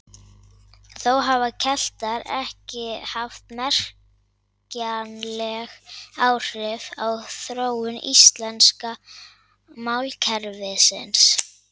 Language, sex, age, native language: Icelandic, male, 50-59, Icelandic